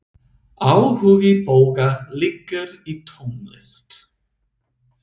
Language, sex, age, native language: Icelandic, male, 30-39, English